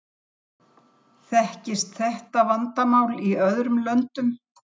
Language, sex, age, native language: Icelandic, female, 70-79, Icelandic